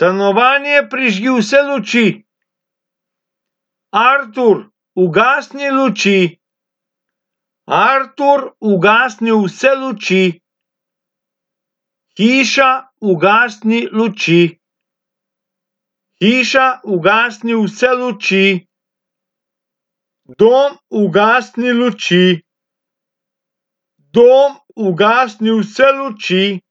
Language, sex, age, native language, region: Slovenian, male, 60+, Slovenian, Abroad